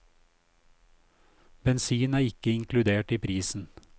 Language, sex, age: Norwegian, male, 56